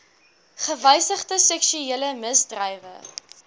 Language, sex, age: Afrikaans, female, 21